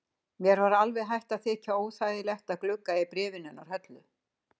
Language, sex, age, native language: Icelandic, female, 60-69, Icelandic